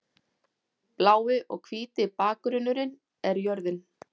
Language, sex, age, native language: Icelandic, female, 40-49, Icelandic